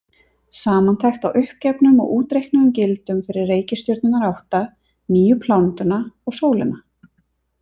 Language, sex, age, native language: Icelandic, female, 30-39, Icelandic